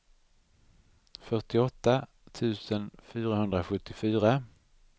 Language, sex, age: Swedish, male, 39